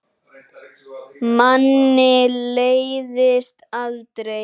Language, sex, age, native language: Icelandic, male, 9, Icelandic